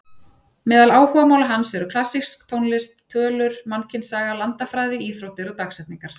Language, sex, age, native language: Icelandic, female, 40-49, Icelandic